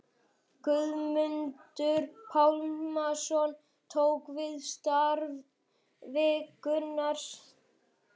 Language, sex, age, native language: Icelandic, male, 11, Icelandic